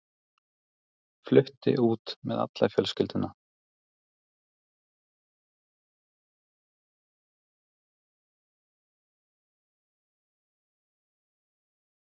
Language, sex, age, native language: Icelandic, male, 30-39, Icelandic